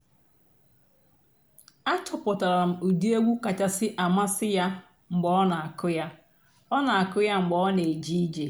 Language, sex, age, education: Igbo, female, 46-60, tertiary